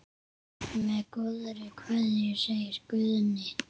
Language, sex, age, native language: Icelandic, male, 8, Icelandic